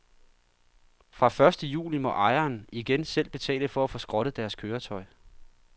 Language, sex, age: Danish, male, 39